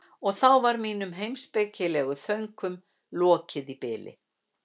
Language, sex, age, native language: Icelandic, female, 60-69, Icelandic